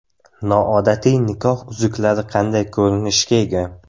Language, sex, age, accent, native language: Uzbek, male, 18-24, Samarqand, Uzbek